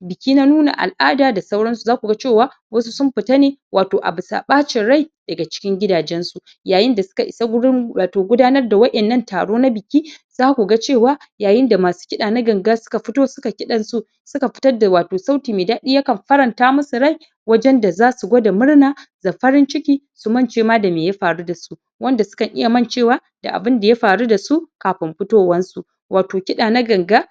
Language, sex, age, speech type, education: Hausa, female, 30-45, spontaneous, tertiary